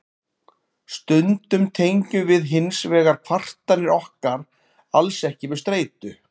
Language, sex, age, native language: Icelandic, male, 40-49, Icelandic